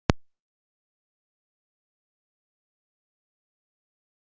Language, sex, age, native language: Icelandic, female, 40-49, Icelandic